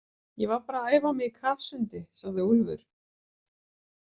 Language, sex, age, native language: Icelandic, female, 40-49, Icelandic